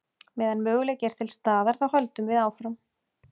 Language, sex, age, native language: Icelandic, female, 30-39, Icelandic